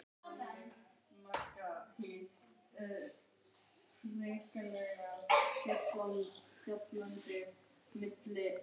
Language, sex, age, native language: Icelandic, male, 18-19, Icelandic